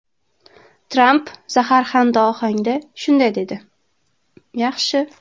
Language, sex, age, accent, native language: Uzbek, female, 18-24, Andijon, Uzbek